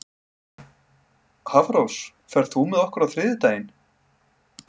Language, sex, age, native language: Icelandic, male, 30-39, Icelandic